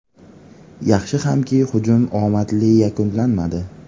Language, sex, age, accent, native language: Uzbek, male, 18-24, Farg'ona, Uzbek